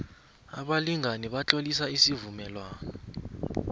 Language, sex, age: South Ndebele, male, 20